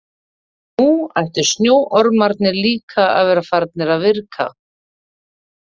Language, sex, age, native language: Icelandic, female, 30-39, Icelandic